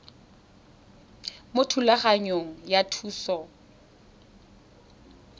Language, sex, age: Tswana, female, 21